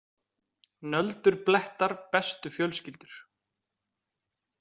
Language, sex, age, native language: Icelandic, male, 20-29, Icelandic